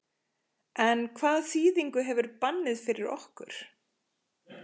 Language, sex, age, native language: Icelandic, female, 40-49, Icelandic